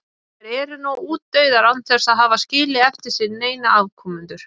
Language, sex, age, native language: Icelandic, female, 20-29, Icelandic